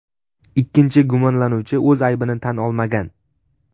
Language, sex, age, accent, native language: Uzbek, male, 12-17, Sirdaryo, Uzbek